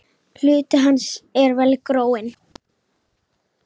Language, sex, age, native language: Icelandic, female, 10, Icelandic